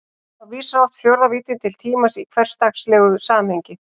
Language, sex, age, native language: Icelandic, female, 40-49, Icelandic